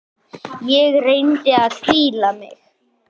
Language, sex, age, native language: Icelandic, male, 9, Icelandic